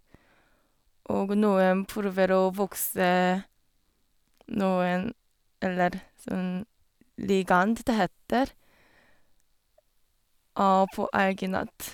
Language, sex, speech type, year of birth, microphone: Norwegian, female, spontaneous, 1989, Sennheiser